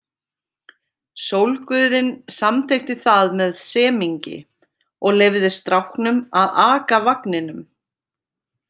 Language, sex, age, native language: Icelandic, female, 30-39, Icelandic